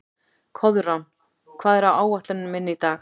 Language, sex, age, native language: Icelandic, female, 40-49, Icelandic